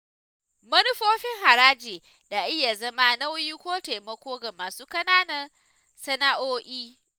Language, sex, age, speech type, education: Hausa, female, 15-29, spontaneous, tertiary